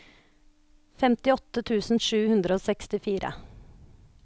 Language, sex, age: Norwegian, female, 29